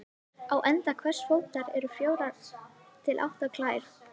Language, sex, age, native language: Icelandic, female, 18-19, Icelandic